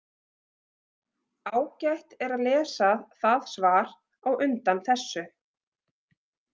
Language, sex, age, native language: Icelandic, female, 30-39, Icelandic